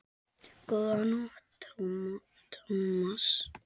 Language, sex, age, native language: Icelandic, female, 7, Icelandic